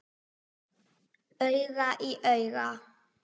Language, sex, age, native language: Icelandic, female, 6, Icelandic